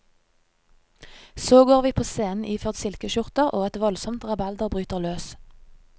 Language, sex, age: Norwegian, female, 30